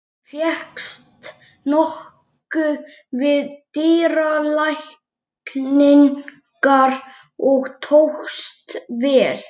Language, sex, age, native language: Icelandic, male, 11, Icelandic